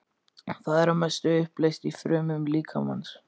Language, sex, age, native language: Icelandic, male, 14, Icelandic